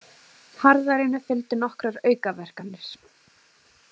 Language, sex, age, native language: Icelandic, female, 30-39, Icelandic